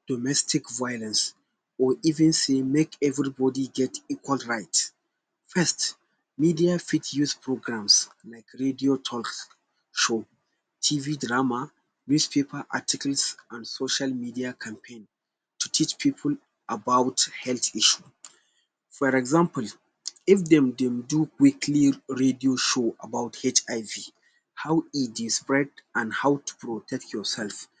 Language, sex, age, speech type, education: Nigerian Pidgin, male, 15-29, spontaneous, tertiary